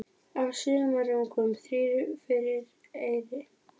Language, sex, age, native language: Icelandic, female, 30-39, Icelandic